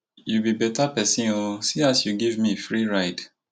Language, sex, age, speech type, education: Nigerian Pidgin, male, 30-45, spontaneous, tertiary